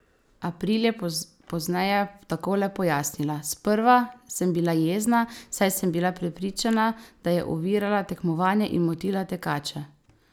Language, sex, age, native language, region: Slovenian, female, 18-29, Slovenian, Savinja region